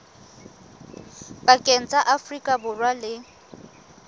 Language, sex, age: Southern Sotho, female, 23